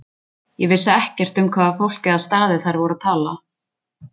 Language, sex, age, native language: Icelandic, female, 20-29, Icelandic